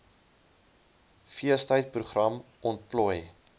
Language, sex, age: Afrikaans, male, 20